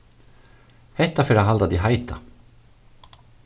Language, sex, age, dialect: Faroese, male, 36-60, Suðurstreymoy